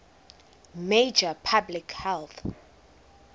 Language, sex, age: English, female, 19